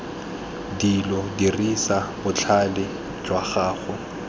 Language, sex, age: Tswana, male, 22